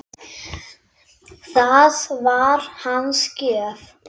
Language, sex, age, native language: Icelandic, male, 8, Icelandic